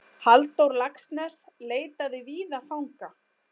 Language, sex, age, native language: Icelandic, female, 10, Icelandic